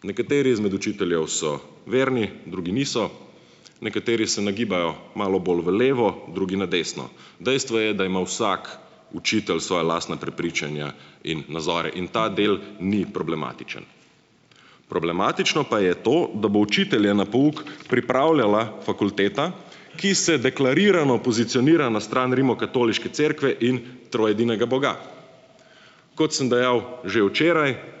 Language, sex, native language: Slovenian, male, Slovenian